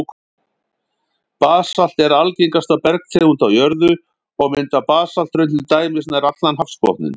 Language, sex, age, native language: Icelandic, male, 50-59, Icelandic